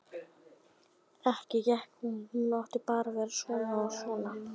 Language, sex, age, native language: Icelandic, female, 11, Icelandic